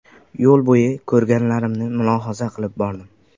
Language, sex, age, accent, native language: Uzbek, male, 18-24, Sirdaryo, Uzbek